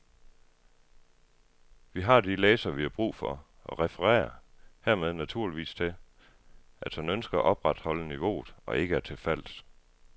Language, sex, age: Danish, male, 33